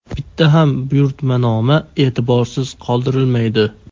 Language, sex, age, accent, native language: Uzbek, male, 18-24, Farg'ona, Uzbek